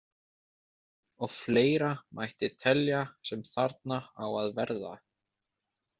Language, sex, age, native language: Icelandic, male, 20-29, Icelandic